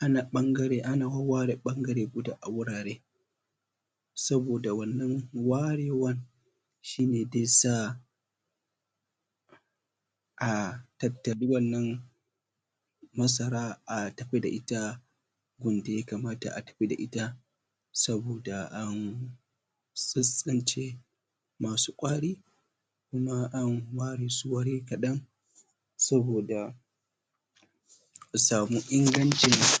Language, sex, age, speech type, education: Hausa, male, 15-29, spontaneous, primary